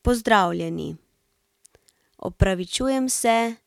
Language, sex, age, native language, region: Slovenian, female, 18-29, Slovenian, Central Slovenia